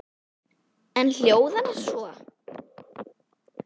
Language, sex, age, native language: Icelandic, female, 9, Icelandic